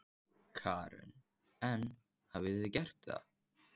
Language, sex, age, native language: Icelandic, male, 14, Icelandic